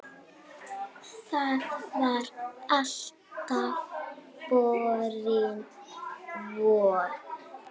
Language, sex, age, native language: Icelandic, female, 7, Icelandic